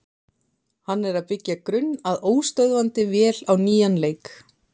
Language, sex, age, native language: Icelandic, female, 20-29, Icelandic